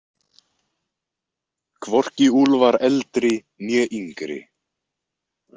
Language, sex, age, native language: Icelandic, male, 20-29, Icelandic